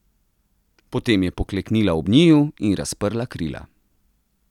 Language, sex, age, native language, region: Slovenian, male, 30-49, Slovenian, Central Slovenia